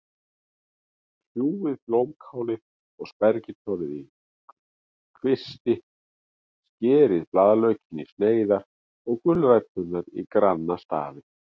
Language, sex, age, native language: Icelandic, male, 40-49, Icelandic